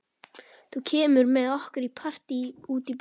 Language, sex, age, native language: Icelandic, male, 11, Icelandic